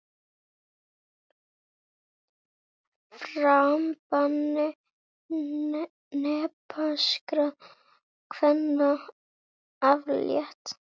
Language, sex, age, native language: Icelandic, female, 18-19, Icelandic